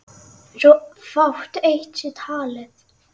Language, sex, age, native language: Icelandic, female, 9, Icelandic